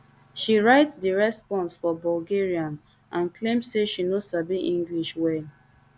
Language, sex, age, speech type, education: Nigerian Pidgin, female, 15-29, spontaneous, tertiary